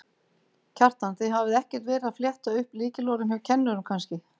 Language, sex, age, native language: Icelandic, female, 50-59, Icelandic